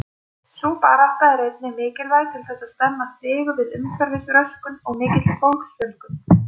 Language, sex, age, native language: Icelandic, female, 30-39, Icelandic